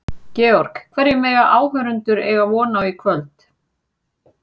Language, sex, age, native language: Icelandic, female, 40-49, Icelandic